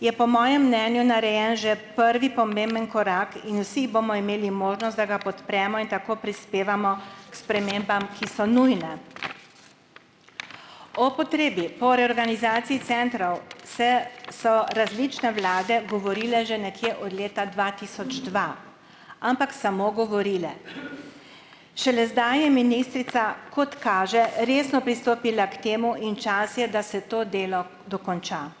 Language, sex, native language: Slovenian, female, Slovenian